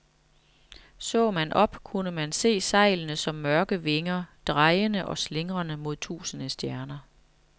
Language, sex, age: Danish, female, 45